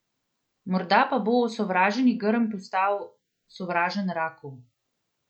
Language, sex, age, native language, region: Slovenian, female, 30-49, Slovenian, Central Slovenia